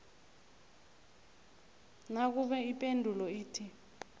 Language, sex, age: South Ndebele, female, 21